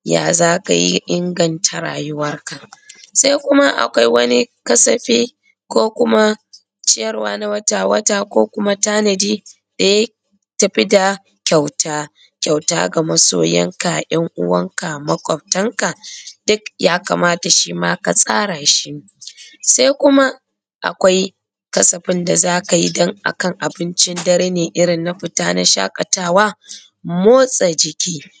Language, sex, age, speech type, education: Hausa, female, 30-45, spontaneous, tertiary